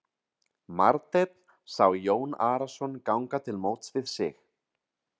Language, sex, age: Icelandic, male, 30-39